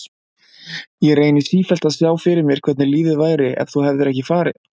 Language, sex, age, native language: Icelandic, male, 20-29, Icelandic